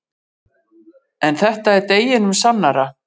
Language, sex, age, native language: Icelandic, female, 40-49, Icelandic